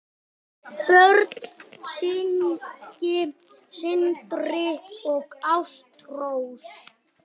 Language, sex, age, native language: Icelandic, male, 6, Icelandic